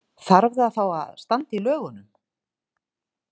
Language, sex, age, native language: Icelandic, female, 50-59, Icelandic